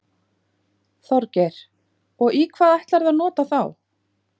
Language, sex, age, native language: Icelandic, female, 50-59, Icelandic